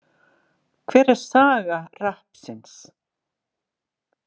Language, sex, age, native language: Icelandic, female, 60-69, Icelandic